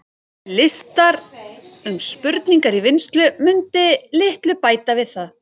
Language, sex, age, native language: Icelandic, female, 40-49, Icelandic